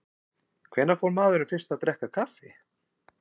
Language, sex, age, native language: Icelandic, male, 50-59, Icelandic